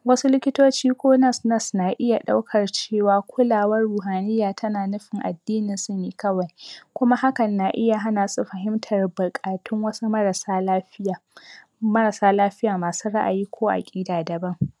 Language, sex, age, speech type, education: Hausa, female, 46-60, spontaneous, secondary